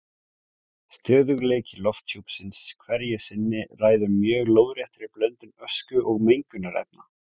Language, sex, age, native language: Icelandic, male, 17, Icelandic